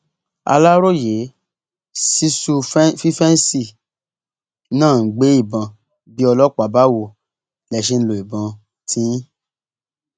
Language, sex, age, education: Yoruba, male, 30-45, tertiary